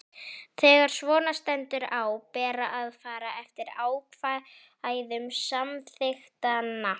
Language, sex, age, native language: Icelandic, female, 11, Icelandic